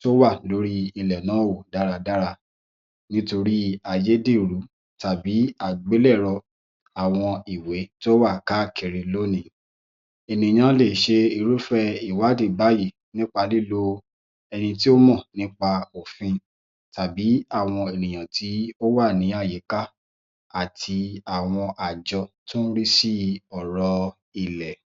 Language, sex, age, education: Yoruba, male, 30-45, tertiary